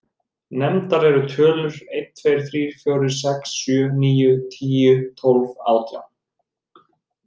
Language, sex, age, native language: Icelandic, male, 30-39, Icelandic